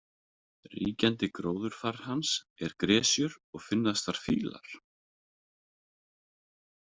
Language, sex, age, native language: Icelandic, male, 30-39, Icelandic